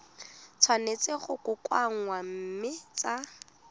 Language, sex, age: Tswana, female, 19